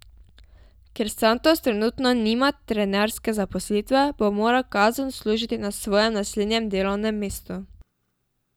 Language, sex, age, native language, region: Slovenian, female, 12-17, Slovenian, Drava region